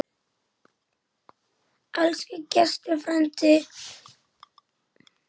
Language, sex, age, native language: Icelandic, male, 10, Icelandic